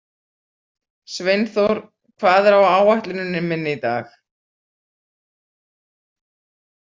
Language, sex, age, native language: Icelandic, female, 40-49, Icelandic